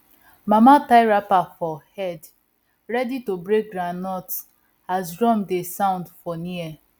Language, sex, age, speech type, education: Nigerian Pidgin, female, 15-29, spontaneous, tertiary